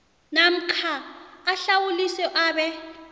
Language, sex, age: South Ndebele, female, 26